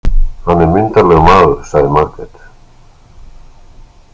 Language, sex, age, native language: Icelandic, male, 60-69, Icelandic